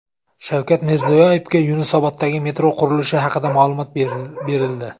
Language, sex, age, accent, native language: Uzbek, male, 19-29, Samarqand, Uzbek